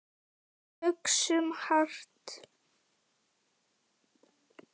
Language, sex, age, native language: Icelandic, female, 10, Icelandic